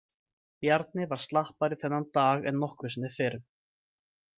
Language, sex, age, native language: Icelandic, male, 20-29, Icelandic